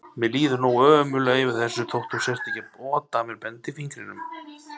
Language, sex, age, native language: Icelandic, male, 30-39, Icelandic